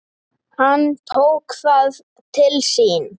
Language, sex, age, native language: Icelandic, male, 9, Icelandic